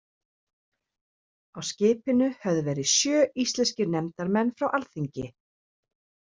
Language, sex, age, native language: Icelandic, female, 30-39, Icelandic